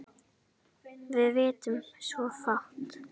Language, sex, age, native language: Icelandic, female, 10, Icelandic